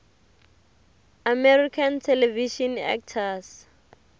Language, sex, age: Tsonga, female, 22